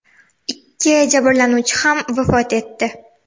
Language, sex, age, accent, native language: Uzbek, female, 12-17, Xorazm, Uzbek